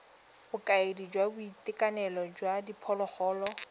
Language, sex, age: Tswana, female, 21